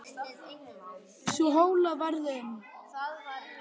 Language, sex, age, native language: Icelandic, male, 10, Icelandic